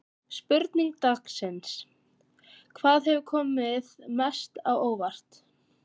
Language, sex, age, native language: Icelandic, female, 14, Icelandic